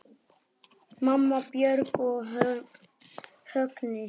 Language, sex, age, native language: Icelandic, male, 9, Icelandic